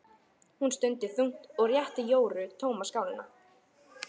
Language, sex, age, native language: Icelandic, female, 13, Icelandic